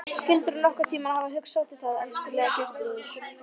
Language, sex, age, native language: Icelandic, female, 11, Icelandic